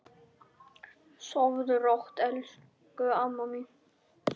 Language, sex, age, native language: Icelandic, male, 9, Icelandic